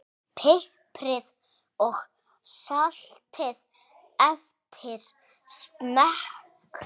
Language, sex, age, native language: Icelandic, male, 6, Icelandic